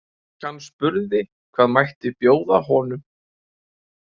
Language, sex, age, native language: Icelandic, male, 20-29, Icelandic